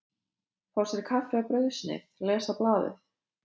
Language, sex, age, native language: Icelandic, female, 20-29, Lithuanian